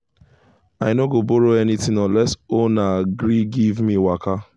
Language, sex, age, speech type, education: Nigerian Pidgin, male, 15-29, spontaneous, tertiary